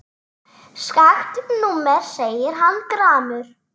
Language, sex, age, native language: Icelandic, male, 9, Icelandic